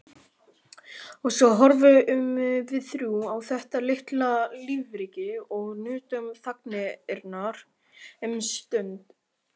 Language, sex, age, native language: Icelandic, male, 18-19, Icelandic